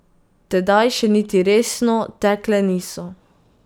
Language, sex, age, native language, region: Slovenian, female, 18-29, Slovenian, Pomurje region